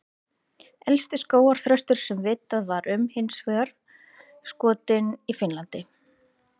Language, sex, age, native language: Icelandic, female, 30-39, Icelandic